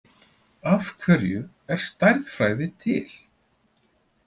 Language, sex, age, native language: Icelandic, male, 40-49, Icelandic